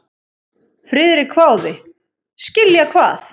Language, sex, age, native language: Icelandic, female, 7, Icelandic